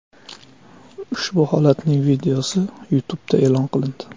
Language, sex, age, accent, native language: Uzbek, male, 25-34, Qashqadaryo, Uzbek